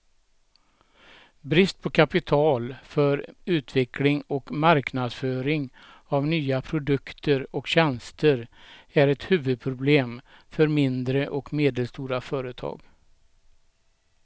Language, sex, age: Swedish, male, 67